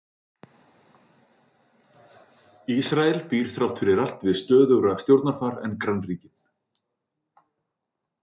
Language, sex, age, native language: Icelandic, male, 40-49, Icelandic